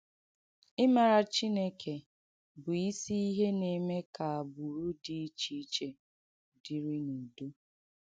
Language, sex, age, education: Igbo, female, 15-29, tertiary